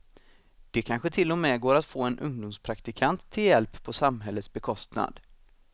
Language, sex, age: Swedish, male, 26